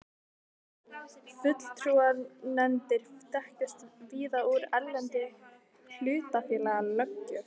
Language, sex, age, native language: Icelandic, female, 12, Icelandic